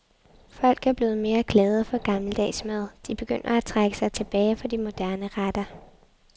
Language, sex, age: Danish, female, 23